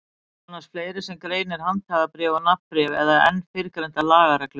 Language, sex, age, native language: Icelandic, female, 60-69, Icelandic